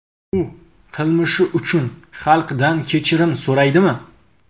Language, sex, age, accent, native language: Uzbek, male, 25-34, Qashqadaryo, Uzbek